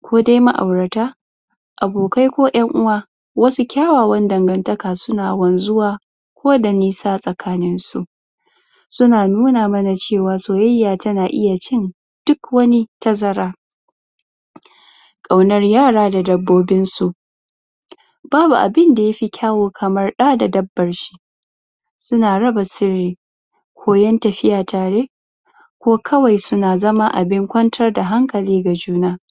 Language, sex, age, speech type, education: Hausa, female, 15-29, spontaneous, tertiary